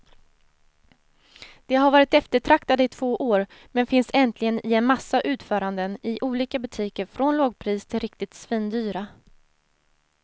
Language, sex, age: Swedish, female, 30